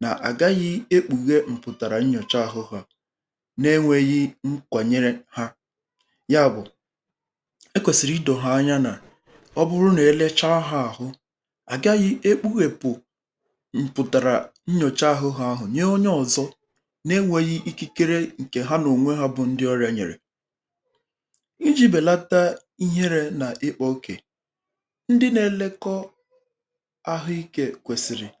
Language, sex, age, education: Igbo, male, 30-45, tertiary